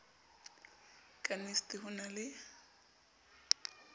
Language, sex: Southern Sotho, female